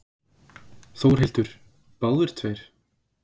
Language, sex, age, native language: Icelandic, male, 20-29, Icelandic